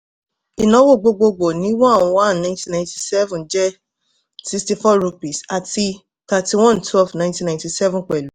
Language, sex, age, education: Yoruba, female, 15-29, tertiary